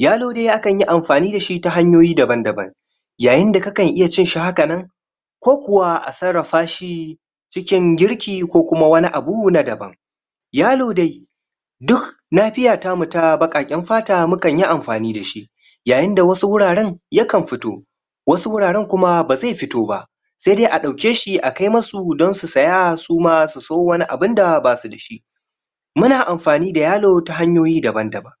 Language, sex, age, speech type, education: Hausa, male, 15-29, spontaneous, primary